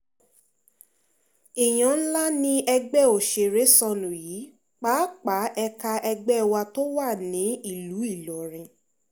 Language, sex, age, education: Yoruba, female, 15-29, tertiary